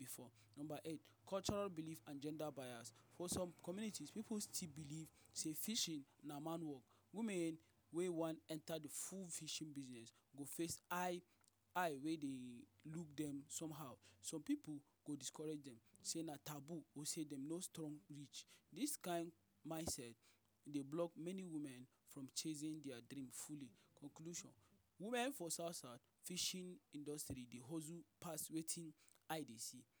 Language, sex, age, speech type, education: Nigerian Pidgin, male, 30-45, spontaneous, tertiary